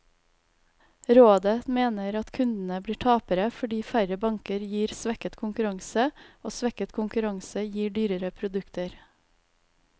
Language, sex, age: Norwegian, female, 32